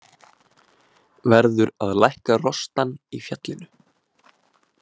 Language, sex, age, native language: Icelandic, male, 20-29, Icelandic